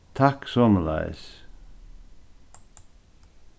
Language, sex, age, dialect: Faroese, male, 61+, Suðurstreymoy